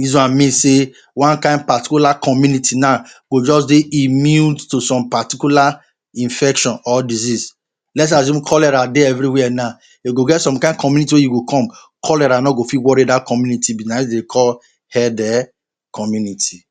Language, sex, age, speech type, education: Nigerian Pidgin, male, 30-45, spontaneous, tertiary